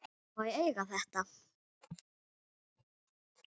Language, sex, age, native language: Icelandic, female, 10, Icelandic